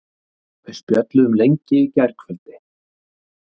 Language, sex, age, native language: Icelandic, male, 30-39, Icelandic